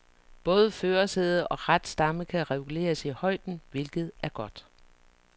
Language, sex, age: Danish, female, 49